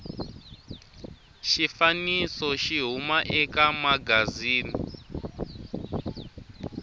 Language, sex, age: Tsonga, male, 19